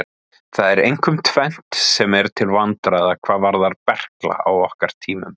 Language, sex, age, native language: Icelandic, male, 30-39, Icelandic